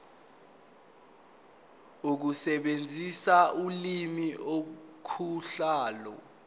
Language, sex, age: Zulu, male, 19